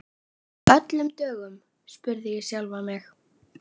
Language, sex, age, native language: Icelandic, female, 11, Icelandic